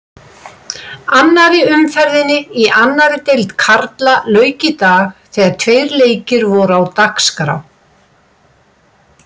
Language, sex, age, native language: Icelandic, female, 60-69, Icelandic